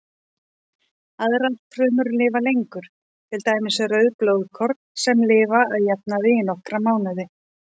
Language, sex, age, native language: Icelandic, female, 40-49, Icelandic